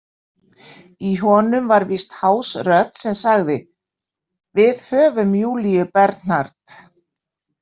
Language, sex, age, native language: Icelandic, female, 60-69, Icelandic